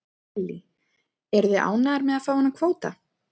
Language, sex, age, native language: Icelandic, female, 30-39, Icelandic